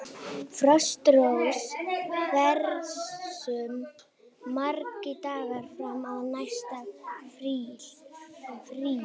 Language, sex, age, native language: Icelandic, female, 18-19, Icelandic